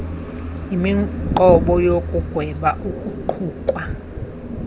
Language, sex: Xhosa, female